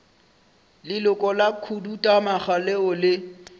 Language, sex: Northern Sotho, male